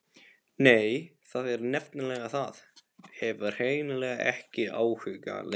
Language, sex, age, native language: Icelandic, male, 18-19, Polish